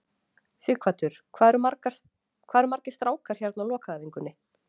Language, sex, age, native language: Icelandic, female, 40-49, Icelandic